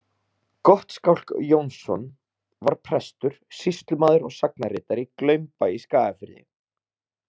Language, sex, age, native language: Icelandic, male, 30-39, Icelandic